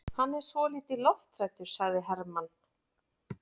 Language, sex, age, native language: Icelandic, female, 40-49, Icelandic